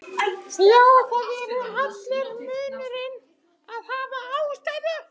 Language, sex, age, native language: Icelandic, male, 12, Icelandic